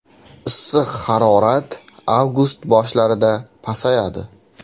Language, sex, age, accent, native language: Uzbek, male, 18-24, Andijon, Uzbek